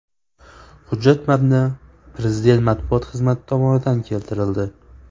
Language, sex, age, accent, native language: Uzbek, male, 18-24, Farg'ona, Uzbek